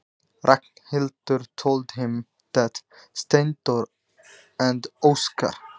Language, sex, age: Icelandic, male, 20-29